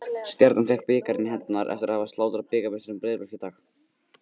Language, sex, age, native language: Icelandic, male, 18-19, Icelandic